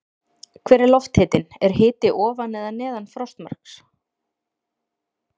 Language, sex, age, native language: Icelandic, female, 30-39, Icelandic